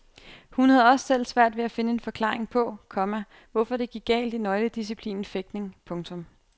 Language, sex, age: Danish, female, 28